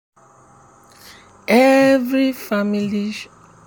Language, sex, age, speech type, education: Nigerian Pidgin, male, 30-45, spontaneous, tertiary